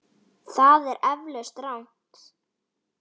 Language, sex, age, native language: Icelandic, female, 9, Icelandic